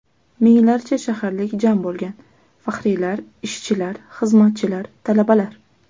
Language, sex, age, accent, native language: Uzbek, female, under 19, Toshkent shahri, Uzbek